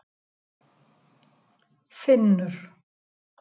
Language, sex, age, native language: Icelandic, female, 70-79, Icelandic